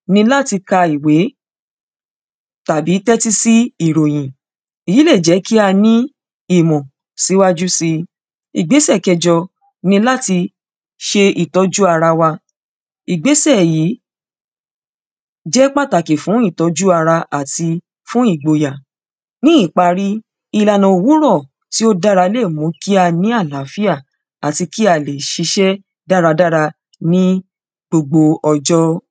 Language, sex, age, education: Yoruba, female, 30-45, secondary